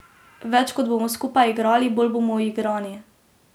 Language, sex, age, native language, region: Slovenian, female, 18-29, Slovenian, Drava region